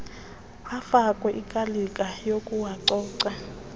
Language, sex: Xhosa, female